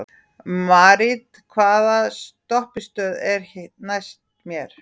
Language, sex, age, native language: Icelandic, female, 40-49, Icelandic